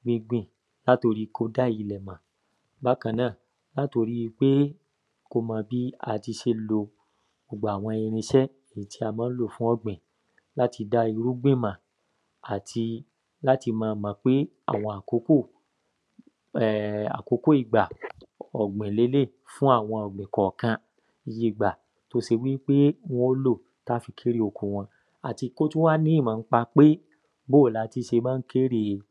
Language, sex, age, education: Yoruba, male, 15-29, tertiary